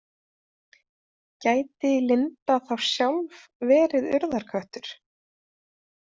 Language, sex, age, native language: Icelandic, female, 30-39, Icelandic